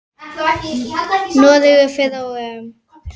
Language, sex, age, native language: Icelandic, female, 9, Icelandic